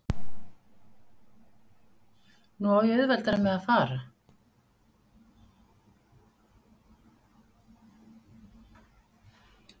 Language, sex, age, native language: Icelandic, female, 60-69, Icelandic